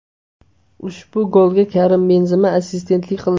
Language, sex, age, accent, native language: Uzbek, male, 18-24, Namangan, Uzbek